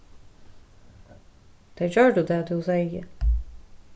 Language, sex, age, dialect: Faroese, female, 36-60, Norðurstreymoy/Eysturoy